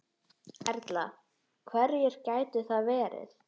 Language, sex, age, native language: Icelandic, male, 6, Icelandic